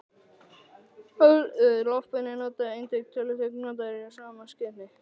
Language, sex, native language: Icelandic, other, Icelandic